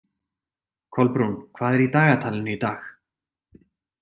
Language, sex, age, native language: Icelandic, male, 40-49, Icelandic